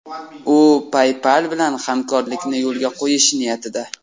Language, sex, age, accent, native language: Uzbek, male, 18-24, Qashqadaryo, Uzbek